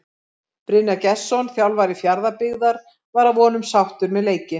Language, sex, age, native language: Icelandic, female, 50-59, Icelandic